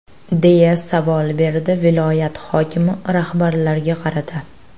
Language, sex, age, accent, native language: Uzbek, female, 18-24, Farg'ona, Uzbek